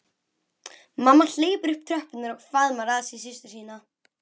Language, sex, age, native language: Icelandic, female, 11, Icelandic